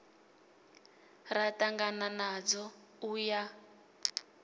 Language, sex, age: Venda, female, 25